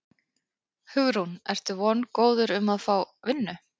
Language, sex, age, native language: Icelandic, female, 30-39, Icelandic